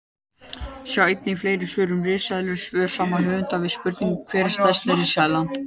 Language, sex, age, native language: Icelandic, male, 18-19, Icelandic